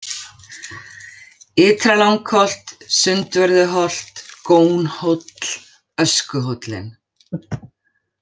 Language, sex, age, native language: Icelandic, female, 40-49, Icelandic